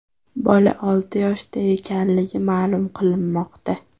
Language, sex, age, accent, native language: Uzbek, female, 18-24, Toshkent shahri, Uzbek